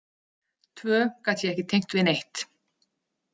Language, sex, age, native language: Icelandic, female, 30-39, Icelandic